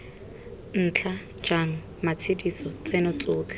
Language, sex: Tswana, female